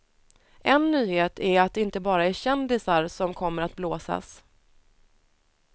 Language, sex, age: Swedish, female, 30